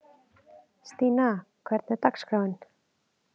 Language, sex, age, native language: Icelandic, female, 30-39, Icelandic